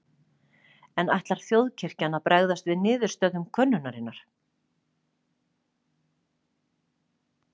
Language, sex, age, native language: Icelandic, female, 40-49, Icelandic